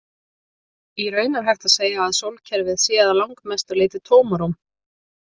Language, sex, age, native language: Icelandic, female, 30-39, Icelandic